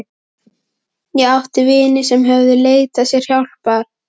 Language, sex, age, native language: Icelandic, female, 12, Icelandic